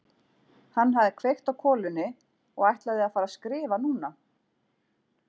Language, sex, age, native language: Icelandic, female, 40-49, Icelandic